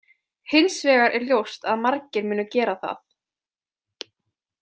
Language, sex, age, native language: Icelandic, female, 20-29, Icelandic